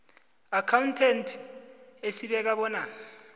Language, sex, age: South Ndebele, male, 20